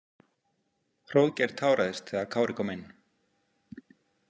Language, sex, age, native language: Icelandic, male, 50-59, Icelandic